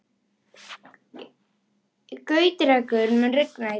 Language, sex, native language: Icelandic, male, Icelandic